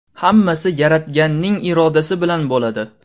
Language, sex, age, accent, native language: Uzbek, male, 19-29, Namangan, Uzbek